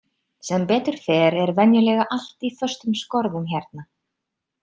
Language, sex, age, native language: Icelandic, female, 30-39, Icelandic